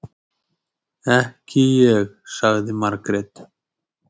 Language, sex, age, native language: Icelandic, male, 20-29, Icelandic